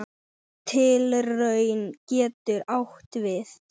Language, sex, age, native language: Icelandic, male, 9, Icelandic